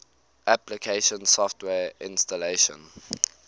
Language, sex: English, male